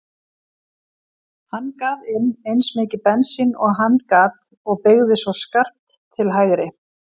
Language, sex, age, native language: Icelandic, female, 50-59, Icelandic